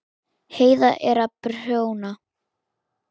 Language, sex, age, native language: Icelandic, female, 9, Icelandic